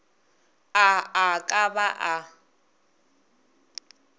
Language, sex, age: Northern Sotho, female, 22